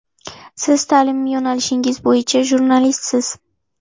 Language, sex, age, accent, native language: Uzbek, female, 18-24, Jizzax, Uzbek